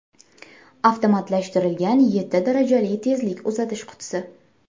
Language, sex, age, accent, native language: Uzbek, female, 18-24, Andijon, Uzbek